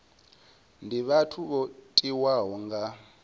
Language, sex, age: Venda, male, 22